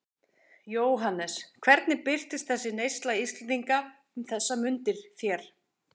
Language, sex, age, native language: Icelandic, female, 30-39, Icelandic